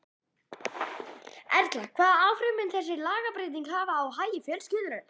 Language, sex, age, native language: Icelandic, female, 11, Icelandic